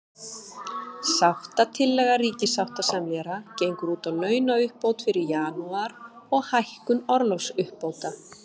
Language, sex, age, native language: Icelandic, female, 50-59, Icelandic